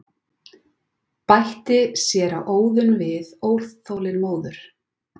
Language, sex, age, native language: Icelandic, female, 40-49, Icelandic